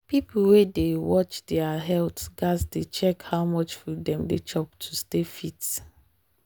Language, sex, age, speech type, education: Nigerian Pidgin, female, 30-45, spontaneous, tertiary